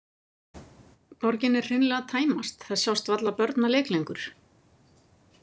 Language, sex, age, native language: Icelandic, female, 50-59, Icelandic